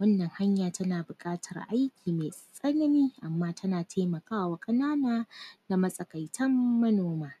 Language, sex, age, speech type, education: Hausa, female, 15-29, spontaneous, tertiary